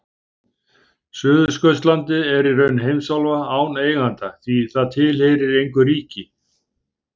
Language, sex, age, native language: Icelandic, male, 50-59, Icelandic